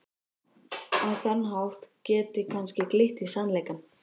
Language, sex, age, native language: Icelandic, female, 13, Icelandic